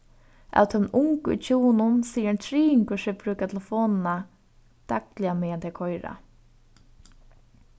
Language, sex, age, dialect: Faroese, female, 15-35, Norðuroyggjar